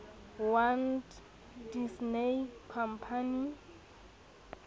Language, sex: Southern Sotho, female